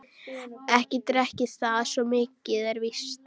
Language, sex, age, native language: Icelandic, female, 12, Icelandic